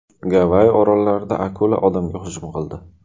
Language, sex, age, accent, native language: Uzbek, male, 18-24, Qashqadaryo, Uzbek